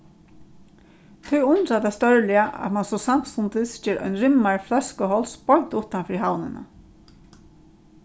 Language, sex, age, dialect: Faroese, female, 36-60, Norðurstreymoy/Eysturoy